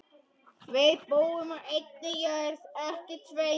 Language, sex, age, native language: Icelandic, male, 10, Icelandic